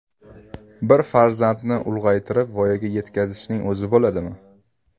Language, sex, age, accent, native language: Uzbek, male, 18-24, Toshkent shahri, Uzbek